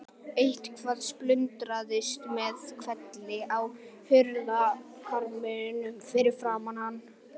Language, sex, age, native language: Icelandic, male, 11, Icelandic